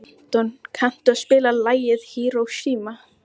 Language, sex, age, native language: Icelandic, male, 14, Icelandic